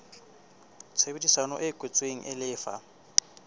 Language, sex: Southern Sotho, male